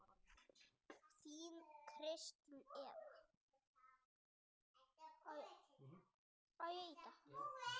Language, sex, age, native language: Icelandic, male, 6, Icelandic